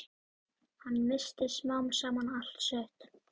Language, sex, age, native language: Icelandic, female, 12, Icelandic